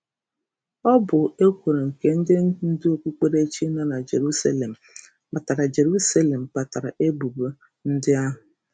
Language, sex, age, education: Igbo, female, 46-60, tertiary